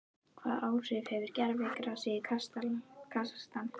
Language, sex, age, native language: Icelandic, female, 11, Icelandic